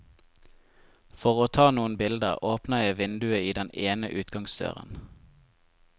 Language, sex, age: Norwegian, male, 25